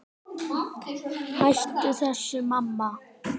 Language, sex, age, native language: Icelandic, male, 10, Icelandic